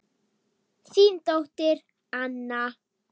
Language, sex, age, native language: Icelandic, female, 8, Icelandic